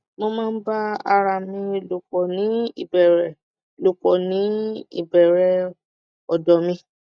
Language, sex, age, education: Yoruba, female, 30-45, tertiary